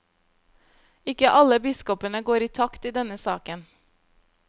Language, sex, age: Norwegian, female, 25